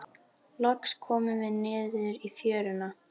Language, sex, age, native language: Icelandic, female, 12, Icelandic